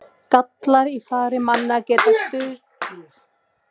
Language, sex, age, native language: Icelandic, female, 18-19, Icelandic